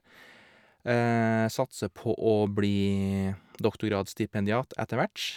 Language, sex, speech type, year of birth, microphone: Norwegian, male, spontaneous, 1983, Shure